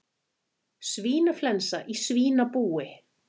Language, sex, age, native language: Icelandic, female, 40-49, Icelandic